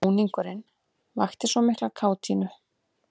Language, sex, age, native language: Icelandic, female, 30-39, Icelandic